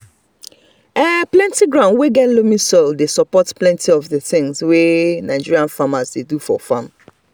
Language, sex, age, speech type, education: Nigerian Pidgin, female, 30-45, spontaneous, tertiary